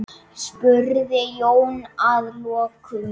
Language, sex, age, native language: Icelandic, male, 9, Icelandic